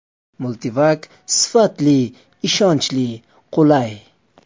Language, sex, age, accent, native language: Uzbek, male, 18-24, Surxondaryo, Uzbek